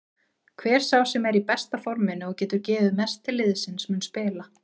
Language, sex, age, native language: Icelandic, female, 20-29, Icelandic